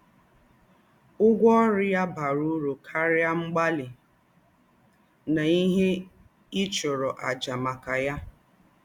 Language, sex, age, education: Igbo, female, 30-45, tertiary